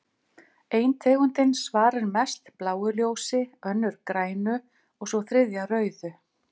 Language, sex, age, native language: Icelandic, female, 50-59, Icelandic